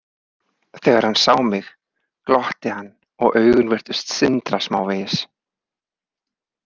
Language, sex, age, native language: Icelandic, male, 30-39, Icelandic